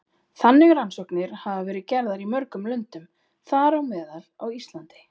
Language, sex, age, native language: Icelandic, female, 40-49, Icelandic